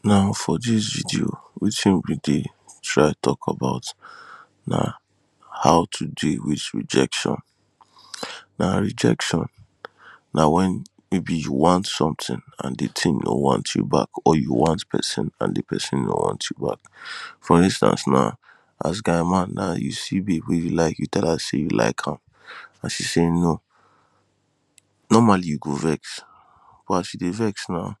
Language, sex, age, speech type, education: Nigerian Pidgin, male, 15-29, spontaneous, tertiary